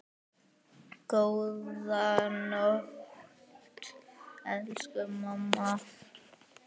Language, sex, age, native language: Icelandic, male, 9, Icelandic